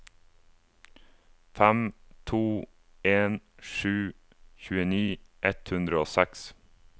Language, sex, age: Norwegian, male, 28